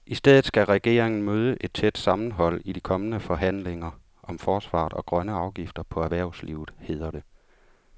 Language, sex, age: Danish, male, 35